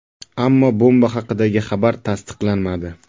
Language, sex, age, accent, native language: Uzbek, male, 18-24, Toshkent viloyati, Uzbek